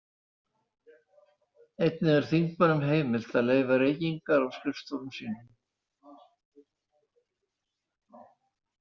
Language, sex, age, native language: Icelandic, male, 80-89, Icelandic